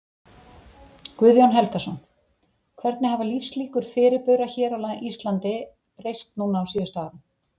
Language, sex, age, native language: Icelandic, female, 40-49, Icelandic